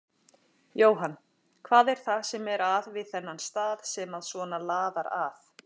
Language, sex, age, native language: Icelandic, female, 40-49, Icelandic